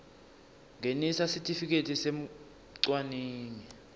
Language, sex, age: Swati, male, 19